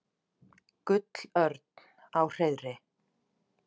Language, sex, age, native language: Icelandic, female, 40-49, Icelandic